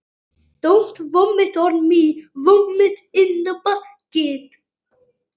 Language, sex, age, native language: Icelandic, female, 8, Icelandic